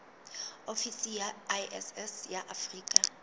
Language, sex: Southern Sotho, female